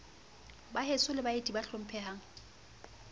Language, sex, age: Southern Sotho, female, 35